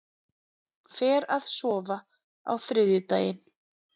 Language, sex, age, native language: Icelandic, female, 30-39, Icelandic